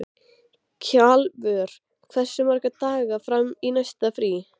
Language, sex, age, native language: Icelandic, female, 13, Icelandic